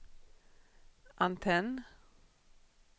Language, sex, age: Swedish, female, 40